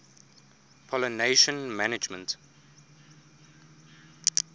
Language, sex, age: English, male, 24